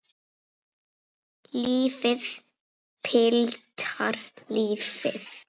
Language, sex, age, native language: Icelandic, female, 6, Icelandic